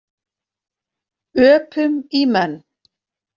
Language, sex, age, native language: Icelandic, female, 40-49, Icelandic